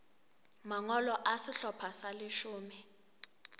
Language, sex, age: Southern Sotho, female, 23